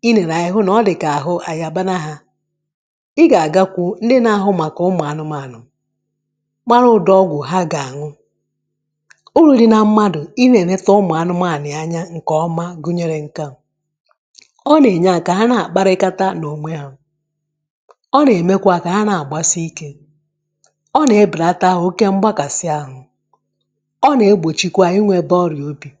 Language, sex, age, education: Igbo, female, 30-45, tertiary